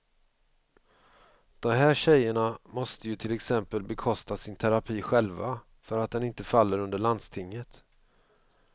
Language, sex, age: Swedish, male, 45